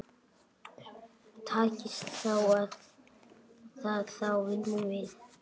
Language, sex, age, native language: Icelandic, male, 8, Icelandic